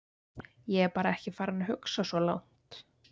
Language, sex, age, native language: Icelandic, female, 20-29, Icelandic